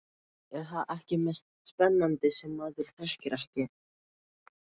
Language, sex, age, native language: Icelandic, male, 12, Icelandic